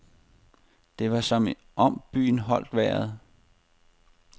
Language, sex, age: Danish, male, 30